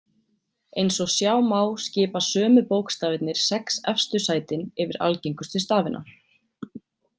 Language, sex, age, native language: Icelandic, female, 20-29, Icelandic